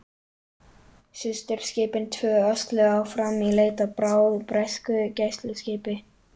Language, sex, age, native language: Icelandic, male, 11, Icelandic